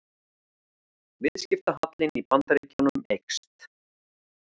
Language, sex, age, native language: Icelandic, male, 40-49, Icelandic